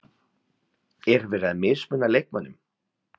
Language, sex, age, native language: Icelandic, male, 30-39, Icelandic